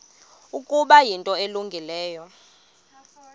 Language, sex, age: Xhosa, female, 22